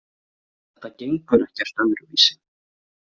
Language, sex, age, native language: Icelandic, male, 20-29, Icelandic